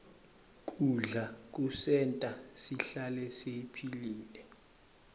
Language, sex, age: Swati, male, 23